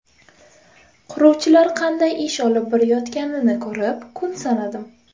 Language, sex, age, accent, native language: Uzbek, female, 19-29, Toshkent shahri, Uzbek